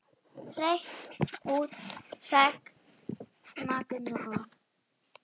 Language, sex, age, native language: Icelandic, female, 7, Polish